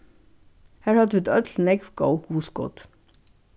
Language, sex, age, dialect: Faroese, female, 61+, Suðurstreymoy